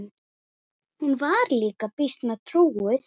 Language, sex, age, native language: Icelandic, female, 10, Icelandic